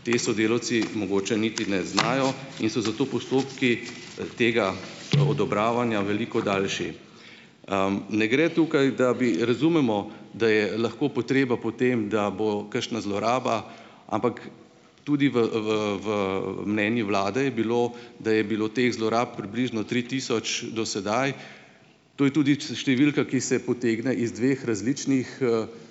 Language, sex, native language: Slovenian, male, Slovenian